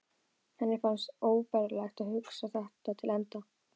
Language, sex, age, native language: Icelandic, female, 12, Icelandic